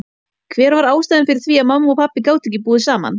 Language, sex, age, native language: Icelandic, female, 18-19, Icelandic